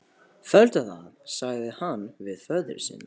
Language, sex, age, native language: Icelandic, male, 18-19, Polish